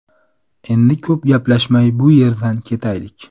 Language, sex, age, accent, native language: Uzbek, male, 25-34, Farg'ona, Uzbek